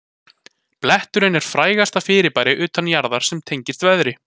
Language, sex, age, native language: Icelandic, male, 20-29, Icelandic